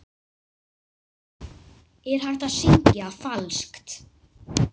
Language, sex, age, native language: Icelandic, male, 8, Icelandic